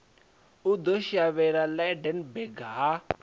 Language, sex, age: Venda, male, 20